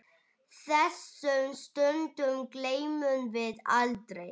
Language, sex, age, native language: Icelandic, female, 8, Icelandic